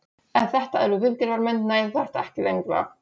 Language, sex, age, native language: Icelandic, female, 16, Polish